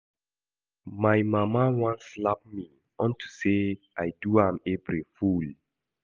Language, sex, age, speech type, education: Nigerian Pidgin, male, 15-29, read, secondary